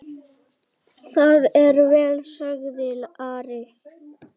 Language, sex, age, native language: Icelandic, male, 8, Icelandic